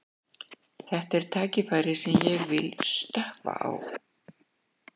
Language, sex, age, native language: Icelandic, female, 60-69, Icelandic